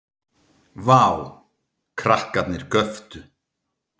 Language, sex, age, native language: Icelandic, male, 30-39, Icelandic